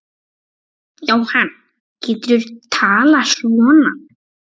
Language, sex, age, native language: Icelandic, male, 9, Icelandic